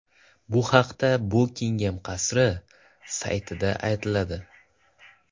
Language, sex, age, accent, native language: Uzbek, male, 12-17, Toshkent viloyati, Kazakh